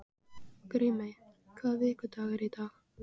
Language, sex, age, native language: Icelandic, female, 15, Icelandic